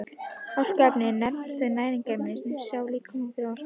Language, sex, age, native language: Icelandic, female, 12, Icelandic